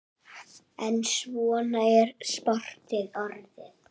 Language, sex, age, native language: Icelandic, male, 7, Icelandic